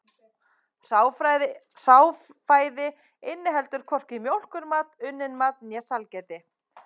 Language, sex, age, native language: Icelandic, female, 30-39, Icelandic